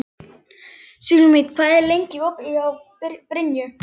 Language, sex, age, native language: Icelandic, female, 11, Icelandic